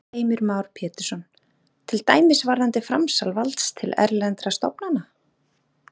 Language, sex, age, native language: Icelandic, female, 30-39, Icelandic